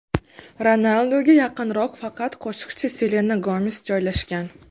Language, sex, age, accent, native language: Uzbek, female, 19-29, Qashqadaryo, Uzbek